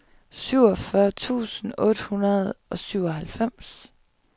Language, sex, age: Danish, female, 25